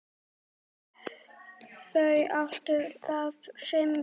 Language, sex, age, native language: Icelandic, male, 9, Icelandic